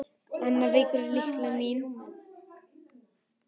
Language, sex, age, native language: Icelandic, male, 11, Icelandic